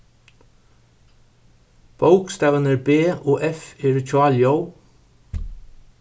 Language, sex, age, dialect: Faroese, male, 61+, Suðurstreymoy